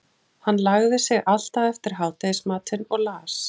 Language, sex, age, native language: Icelandic, female, 40-49, Icelandic